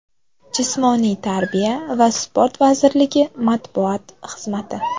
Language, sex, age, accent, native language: Uzbek, female, 25-34, Qoraqalpog'iston, Uzbek